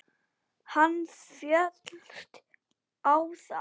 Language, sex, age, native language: Icelandic, male, 8, Icelandic